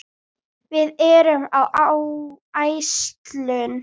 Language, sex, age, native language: Icelandic, male, 10, Icelandic